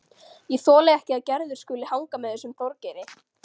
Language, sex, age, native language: Icelandic, female, 13, Icelandic